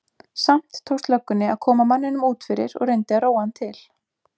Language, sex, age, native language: Icelandic, female, 20-29, Icelandic